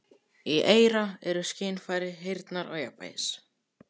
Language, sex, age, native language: Icelandic, male, 14, Icelandic